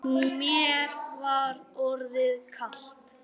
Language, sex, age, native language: Icelandic, male, 9, Icelandic